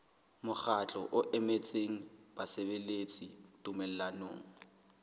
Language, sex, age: Southern Sotho, male, 21